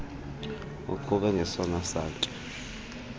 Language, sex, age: Xhosa, male, 38